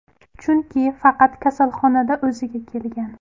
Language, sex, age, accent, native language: Uzbek, female, 19-29, Farg'ona, Uzbek